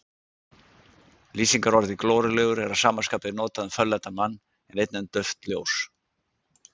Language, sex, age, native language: Icelandic, male, 60-69, Icelandic